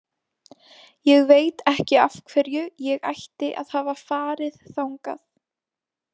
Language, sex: Icelandic, female